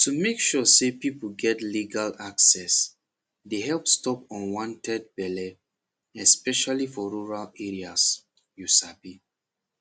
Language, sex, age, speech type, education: Nigerian Pidgin, male, 15-29, spontaneous, secondary